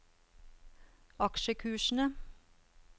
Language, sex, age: Norwegian, female, 54